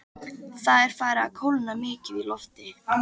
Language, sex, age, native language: Icelandic, female, 13, Icelandic